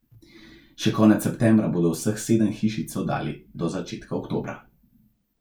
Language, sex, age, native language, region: Slovenian, male, 18-29, Slovenian, Central Slovenia